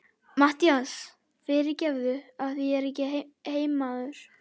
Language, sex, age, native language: Icelandic, male, 11, Icelandic